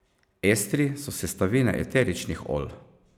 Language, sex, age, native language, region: Slovenian, male, 50-59, Slovenian, Savinja region